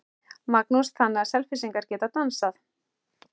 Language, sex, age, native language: Icelandic, male, 11, Icelandic